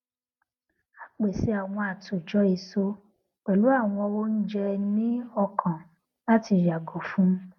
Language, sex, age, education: Yoruba, female, 15-29, tertiary